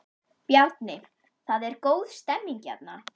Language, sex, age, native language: Icelandic, female, 11, Icelandic